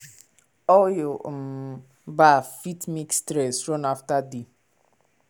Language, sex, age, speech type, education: Nigerian Pidgin, male, 15-29, spontaneous, tertiary